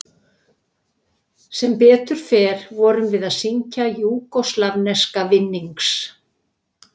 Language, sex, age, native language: Icelandic, female, 60-69, Icelandic